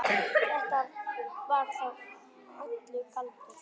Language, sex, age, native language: Icelandic, female, 10, Icelandic